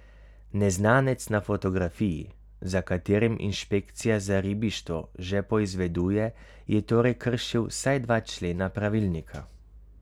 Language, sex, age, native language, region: Slovenian, male, 30-49, Slovenian, Carinthia region